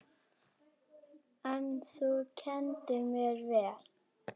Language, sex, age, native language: Icelandic, female, 7, Icelandic